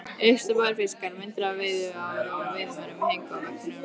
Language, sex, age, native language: Icelandic, female, 15, Icelandic